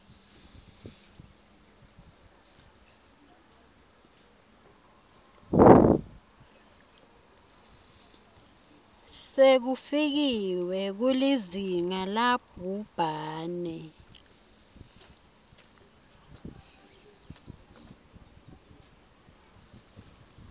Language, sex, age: Swati, female, 21